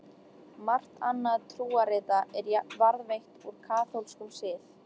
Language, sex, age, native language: Icelandic, female, 13, Icelandic